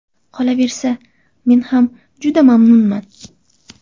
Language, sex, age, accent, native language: Uzbek, female, under 19, Andijon, Uzbek